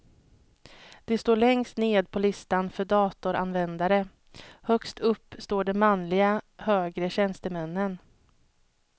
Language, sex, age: Swedish, female, 31